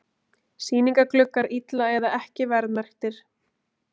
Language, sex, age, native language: Icelandic, female, 20-29, Icelandic